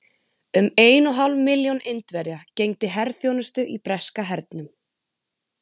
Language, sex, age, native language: Icelandic, female, 20-29, Icelandic